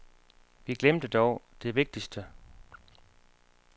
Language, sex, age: Danish, male, 35